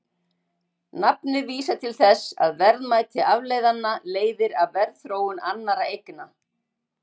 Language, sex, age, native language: Icelandic, female, 60-69, Icelandic